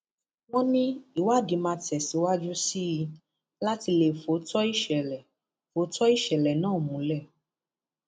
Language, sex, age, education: Yoruba, female, 15-29, tertiary